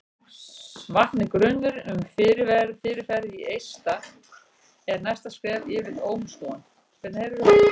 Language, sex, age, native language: Icelandic, female, 60-69, Icelandic